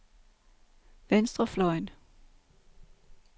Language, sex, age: Danish, female, 32